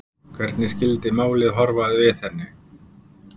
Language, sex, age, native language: Icelandic, male, 50-59, Icelandic